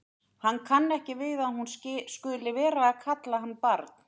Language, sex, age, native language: Icelandic, female, 30-39, Icelandic